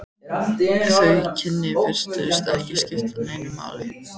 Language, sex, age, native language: Icelandic, female, 14, Icelandic